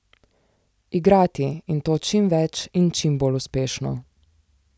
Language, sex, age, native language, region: Slovenian, female, 18-29, Slovenian, Zasavska region